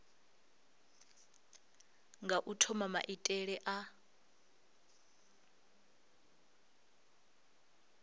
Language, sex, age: Venda, female, 20